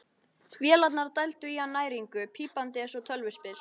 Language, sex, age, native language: Icelandic, female, 13, Icelandic